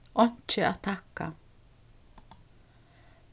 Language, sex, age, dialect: Faroese, female, 36-60, Suðurstreymoy